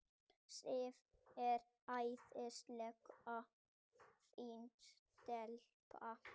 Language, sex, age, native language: Icelandic, female, 30-39, Icelandic